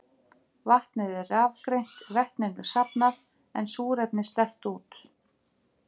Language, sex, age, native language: Icelandic, female, 50-59, Icelandic